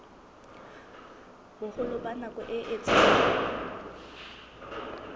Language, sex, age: Southern Sotho, female, 19